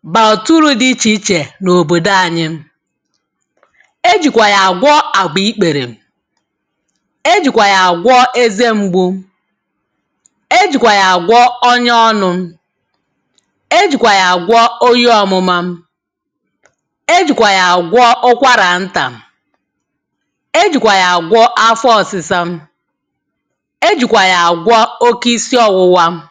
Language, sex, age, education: Igbo, female, 30-45, tertiary